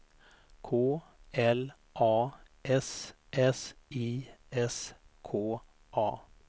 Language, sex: Swedish, male